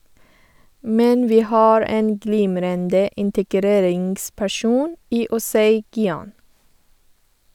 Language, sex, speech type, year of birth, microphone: Norwegian, female, read, 1985, Sennheiser